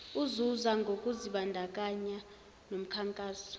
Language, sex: Zulu, female